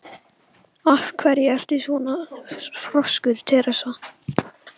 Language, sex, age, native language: Icelandic, male, 11, Icelandic